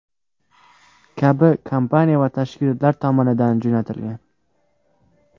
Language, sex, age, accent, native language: Uzbek, male, 18-24, Sirdaryo, Uzbek